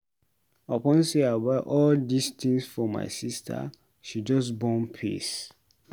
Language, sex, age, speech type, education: Nigerian Pidgin, male, 15-29, read, tertiary